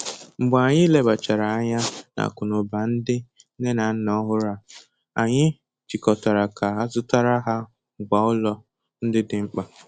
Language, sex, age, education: Igbo, male, 15-29, tertiary